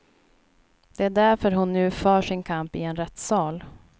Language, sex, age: Swedish, female, 29